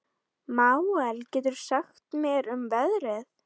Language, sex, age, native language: Icelandic, female, 12, Icelandic